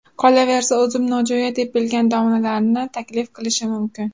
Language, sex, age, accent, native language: Uzbek, female, under 19, Farg'ona, Uzbek